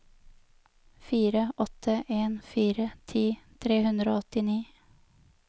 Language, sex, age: Norwegian, female, 23